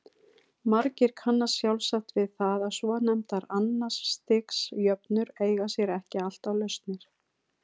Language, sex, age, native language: Icelandic, female, 40-49, Icelandic